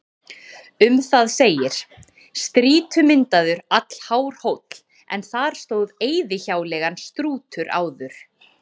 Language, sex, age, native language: Icelandic, female, 30-39, Icelandic